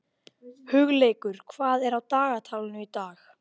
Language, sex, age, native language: Icelandic, female, 12, Icelandic